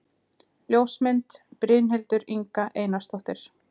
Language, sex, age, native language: Icelandic, female, 30-39, Icelandic